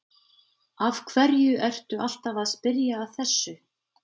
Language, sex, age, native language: Icelandic, female, 50-59, Icelandic